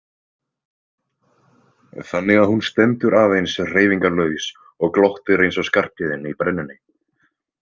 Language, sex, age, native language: Icelandic, male, 20-29, Icelandic